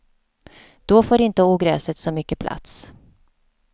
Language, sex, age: Swedish, female, 48